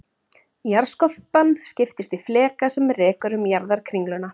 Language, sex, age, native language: Icelandic, female, 30-39, Icelandic